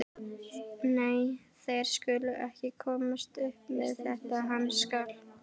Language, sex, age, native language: Icelandic, female, 12, Icelandic